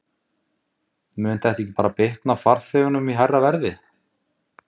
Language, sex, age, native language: Icelandic, male, 20-29, Icelandic